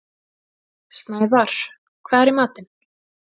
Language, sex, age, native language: Icelandic, female, 20-29, Icelandic